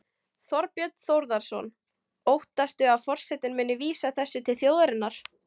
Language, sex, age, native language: Icelandic, female, 18-19, Icelandic